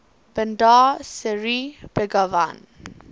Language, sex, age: English, female, 19